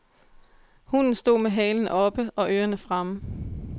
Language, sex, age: Danish, female, 22